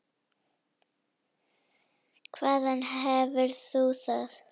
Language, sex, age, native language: Icelandic, female, 9, Icelandic